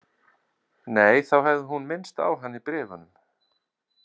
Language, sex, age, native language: Icelandic, male, 40-49, Icelandic